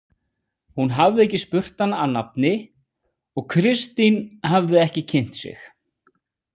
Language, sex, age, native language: Icelandic, male, 40-49, Icelandic